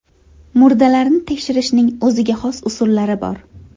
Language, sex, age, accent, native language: Uzbek, female, 18-24, Andijon, Uzbek